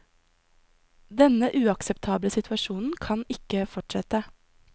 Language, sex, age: Norwegian, female, 20